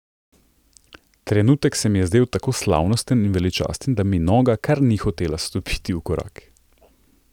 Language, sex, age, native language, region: Slovenian, male, 30-49, Slovenian, Central Slovenia